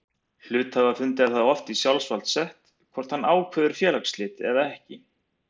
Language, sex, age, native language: Icelandic, male, 40-49, Icelandic